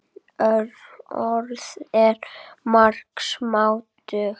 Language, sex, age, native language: Icelandic, female, 8, Icelandic